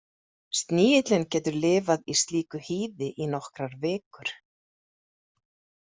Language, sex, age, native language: Icelandic, female, 40-49, Icelandic